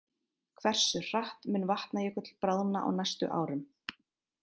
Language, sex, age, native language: Icelandic, female, 30-39, Icelandic